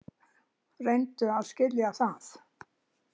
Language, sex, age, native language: Icelandic, female, 70-79, Icelandic